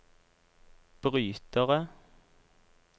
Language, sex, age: Norwegian, male, 26